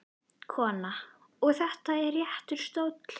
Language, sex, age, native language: Icelandic, female, 11, Icelandic